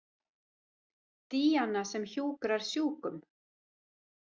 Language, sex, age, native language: Icelandic, female, 40-49, Icelandic